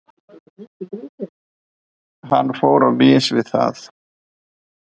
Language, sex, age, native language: Icelandic, male, 50-59, Icelandic